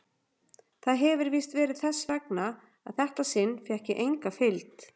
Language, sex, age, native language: Icelandic, female, 40-49, Icelandic